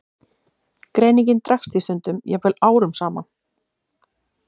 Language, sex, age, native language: Icelandic, female, 30-39, Icelandic